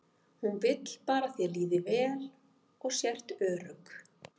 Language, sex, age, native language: Icelandic, female, 50-59, Icelandic